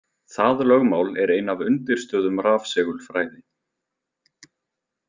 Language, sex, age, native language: Icelandic, male, 20-29, Icelandic